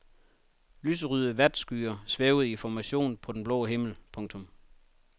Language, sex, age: Danish, male, 31